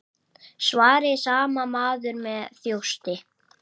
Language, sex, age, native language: Icelandic, male, 8, Icelandic